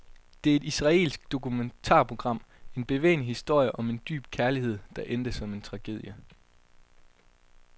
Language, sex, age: Danish, male, 22